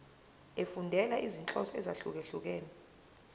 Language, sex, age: Zulu, female, 22